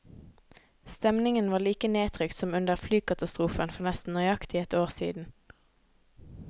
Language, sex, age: Norwegian, female, 18